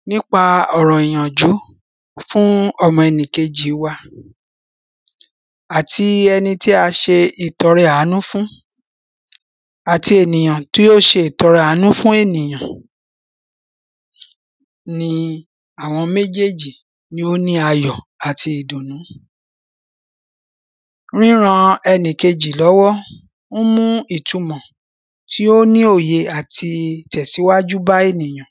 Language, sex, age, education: Yoruba, female, 46-60, primary